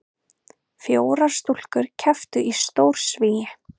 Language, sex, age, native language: Icelandic, female, 30-39, Icelandic